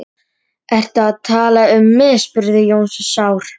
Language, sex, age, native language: Icelandic, female, 30-39, Polish